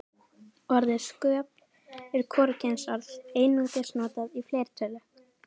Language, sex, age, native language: Icelandic, female, 18-19, Icelandic